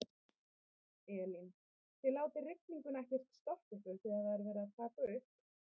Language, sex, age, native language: Icelandic, female, 30-39, Icelandic